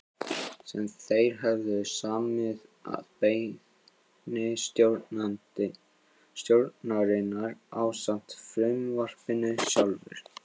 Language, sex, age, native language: Icelandic, male, 15, Icelandic